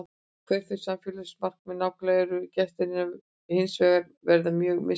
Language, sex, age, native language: Icelandic, female, 60-69, Icelandic